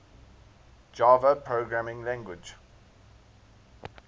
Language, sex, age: English, male, 19